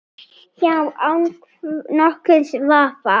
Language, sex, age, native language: Icelandic, female, 9, Icelandic